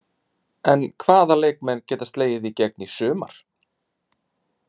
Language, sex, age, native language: Icelandic, male, 30-39, Icelandic